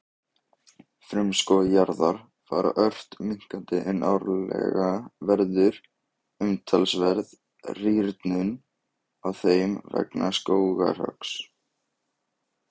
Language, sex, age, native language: Icelandic, male, 18-19, Icelandic